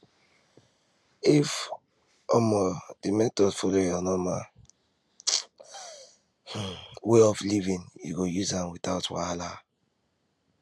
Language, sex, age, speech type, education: Nigerian Pidgin, male, 15-29, spontaneous, tertiary